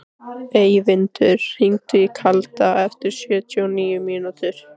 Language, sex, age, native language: Icelandic, female, 15, Icelandic